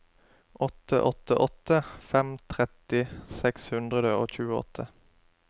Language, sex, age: Norwegian, male, 27